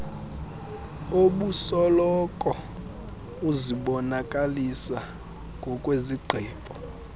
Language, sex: Xhosa, male